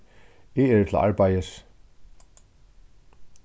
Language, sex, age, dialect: Faroese, male, 36-60, Suðurstreymoy